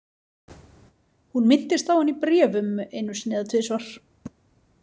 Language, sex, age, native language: Icelandic, female, 30-39, Icelandic